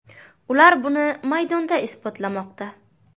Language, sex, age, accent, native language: Uzbek, female, 18-24, Buxoro, Uzbek